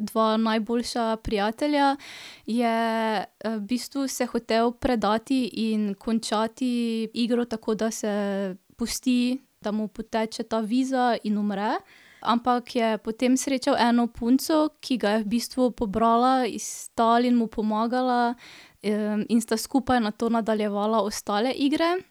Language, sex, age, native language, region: Slovenian, female, 18-29, Slovenian, Drava region